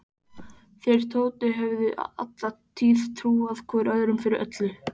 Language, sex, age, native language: Icelandic, male, 14, Icelandic